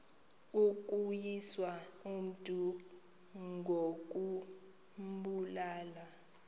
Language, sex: Xhosa, female